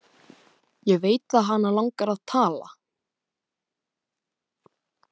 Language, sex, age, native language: Icelandic, male, 12, Icelandic